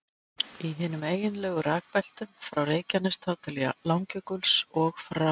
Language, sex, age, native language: Icelandic, female, 50-59, Icelandic